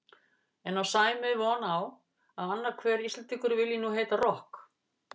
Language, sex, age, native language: Icelandic, female, 50-59, Icelandic